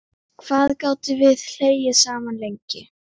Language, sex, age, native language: Icelandic, female, 9, Icelandic